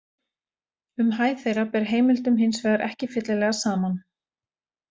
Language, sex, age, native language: Icelandic, female, 40-49, Icelandic